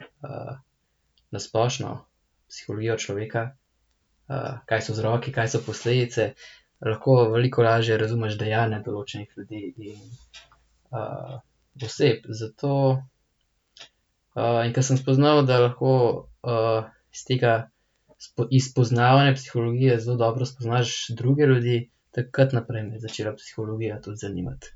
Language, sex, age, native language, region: Slovenian, male, 18-29, Slovenian, Central Slovenia